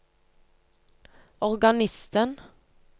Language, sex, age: Norwegian, female, 25